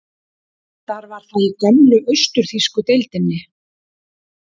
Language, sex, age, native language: Icelandic, female, 60-69, Icelandic